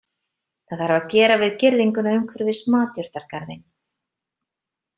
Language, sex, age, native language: Icelandic, female, 30-39, Icelandic